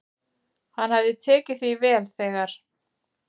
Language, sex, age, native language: Icelandic, female, 40-49, Icelandic